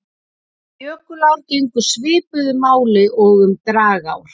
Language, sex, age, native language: Icelandic, female, 15, Icelandic